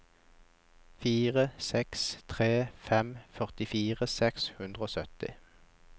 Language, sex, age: Norwegian, male, 21